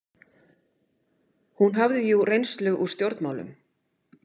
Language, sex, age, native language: Icelandic, female, 50-59, Icelandic